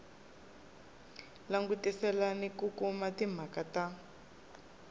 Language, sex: Tsonga, female